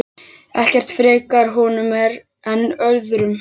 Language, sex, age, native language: Icelandic, male, 6, Icelandic